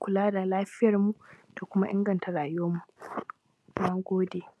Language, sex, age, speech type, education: Hausa, female, 15-29, spontaneous, tertiary